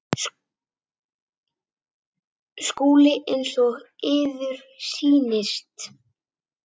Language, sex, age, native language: Icelandic, female, 8, Icelandic